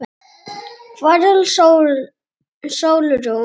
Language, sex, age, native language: Icelandic, male, 8, Icelandic